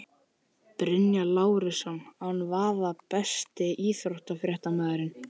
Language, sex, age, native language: Icelandic, male, 13, Icelandic